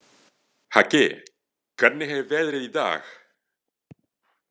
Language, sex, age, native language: Icelandic, male, 40-49, French